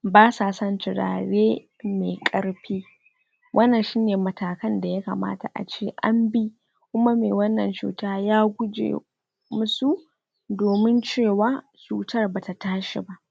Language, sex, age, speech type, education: Hausa, female, 46-60, spontaneous, tertiary